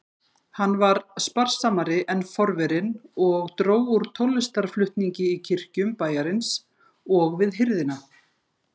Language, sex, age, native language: Icelandic, female, 50-59, Icelandic